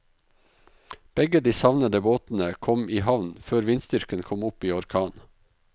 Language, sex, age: Norwegian, male, 44